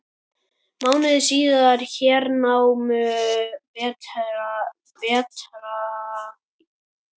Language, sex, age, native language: Icelandic, male, 9, Icelandic